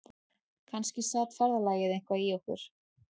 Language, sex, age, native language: Icelandic, female, 40-49, Icelandic